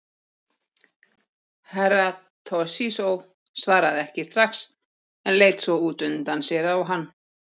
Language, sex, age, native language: Icelandic, female, 40-49, Icelandic